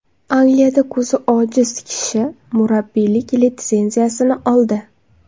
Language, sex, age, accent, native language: Uzbek, female, 19-29, Samarqand, Uzbek